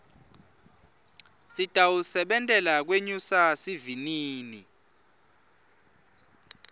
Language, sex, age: Swati, male, 25